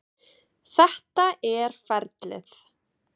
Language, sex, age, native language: Icelandic, female, 20-29, Icelandic